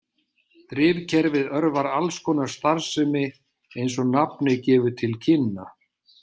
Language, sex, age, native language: Icelandic, male, 50-59, Icelandic